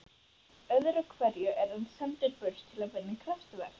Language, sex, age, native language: Icelandic, female, 11, Icelandic